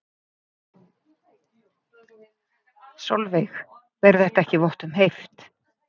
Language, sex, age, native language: Icelandic, female, 50-59, Icelandic